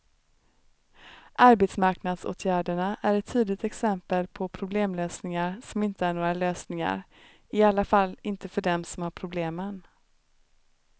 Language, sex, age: Swedish, female, 29